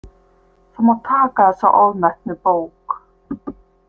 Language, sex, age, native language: Icelandic, female, 50-59, Icelandic